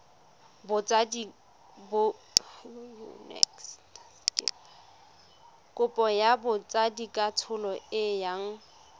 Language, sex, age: Tswana, female, 25